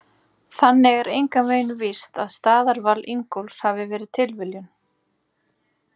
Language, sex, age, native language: Icelandic, female, 40-49, Icelandic